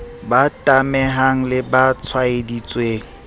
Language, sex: Southern Sotho, male